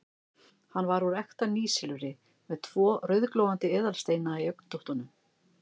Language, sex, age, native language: Icelandic, female, 50-59, Icelandic